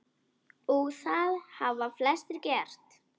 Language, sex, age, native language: Icelandic, female, 10, Icelandic